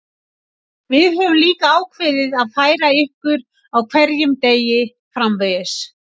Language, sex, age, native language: Icelandic, female, 60-69, Icelandic